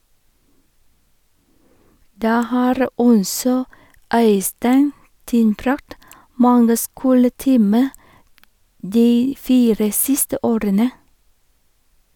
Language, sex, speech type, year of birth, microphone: Norwegian, female, read, 1973, Shure